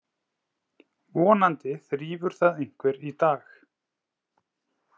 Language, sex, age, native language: Icelandic, male, 30-39, Icelandic